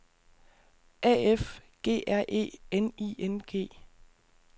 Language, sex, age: Danish, male, 32